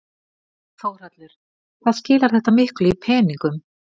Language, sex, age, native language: Icelandic, female, 50-59, Icelandic